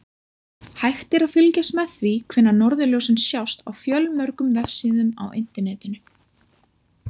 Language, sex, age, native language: Icelandic, female, 20-29, Icelandic